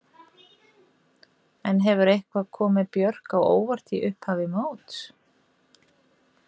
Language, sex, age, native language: Icelandic, female, 40-49, Icelandic